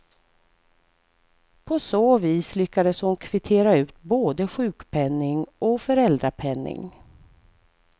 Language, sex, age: Swedish, female, 44